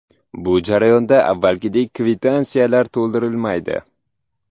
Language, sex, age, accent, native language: Uzbek, male, 18-24, Samarqand, Uzbek